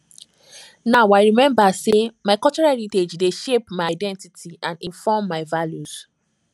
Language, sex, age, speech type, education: Nigerian Pidgin, female, 15-29, spontaneous, tertiary